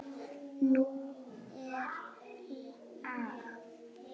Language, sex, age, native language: Icelandic, female, 7, Icelandic